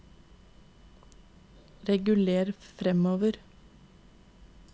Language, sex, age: Norwegian, female, 22